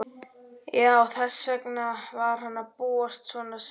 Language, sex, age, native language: Icelandic, male, 12, Icelandic